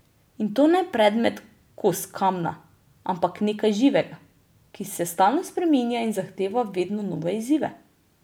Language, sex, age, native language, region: Slovenian, female, 30-49, Slovenian, Drava region